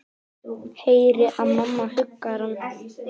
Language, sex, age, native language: Icelandic, male, 9, Icelandic